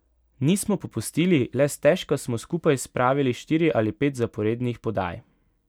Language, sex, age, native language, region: Slovenian, male, 18-29, Slovenian, Pomurje region